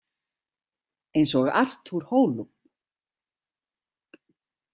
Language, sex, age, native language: Icelandic, female, 60-69, Icelandic